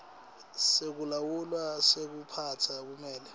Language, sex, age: Swati, male, 21